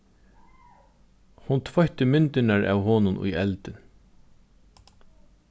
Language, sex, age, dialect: Faroese, male, 36-60, Norðurstreymoy/Eysturoy